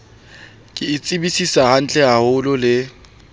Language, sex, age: Southern Sotho, male, 25